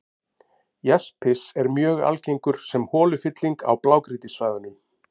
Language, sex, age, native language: Icelandic, male, 50-59, Icelandic